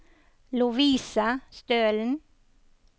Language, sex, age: Norwegian, female, 54